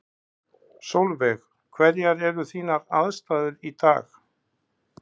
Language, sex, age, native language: Icelandic, male, 60-69, Icelandic